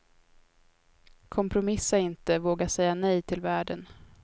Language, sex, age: Swedish, female, 22